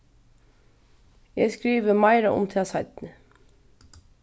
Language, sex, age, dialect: Faroese, female, 15-35, Vágar